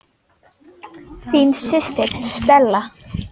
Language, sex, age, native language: Icelandic, female, 10, Icelandic